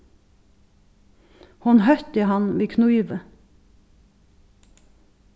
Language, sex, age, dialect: Faroese, female, 36-60, Suðurstreymoy